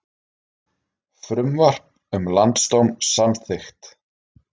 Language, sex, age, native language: Icelandic, male, 30-39, Icelandic